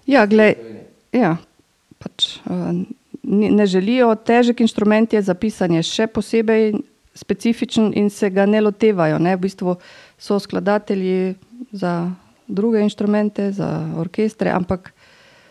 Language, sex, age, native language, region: Slovenian, female, 50-59, Slovenian, Drava region